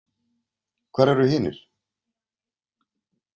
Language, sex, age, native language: Icelandic, male, 30-39, Icelandic